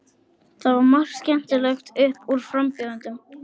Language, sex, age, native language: Icelandic, male, 11, Icelandic